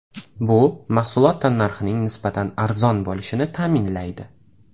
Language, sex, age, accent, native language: Uzbek, male, 18-24, Toshkent viloyati, Uzbek